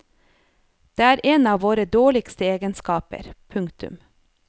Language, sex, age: Norwegian, female, 30